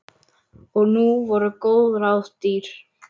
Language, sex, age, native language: Icelandic, male, 11, Icelandic